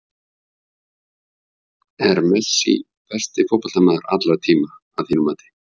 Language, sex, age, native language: Icelandic, male, 50-59, Icelandic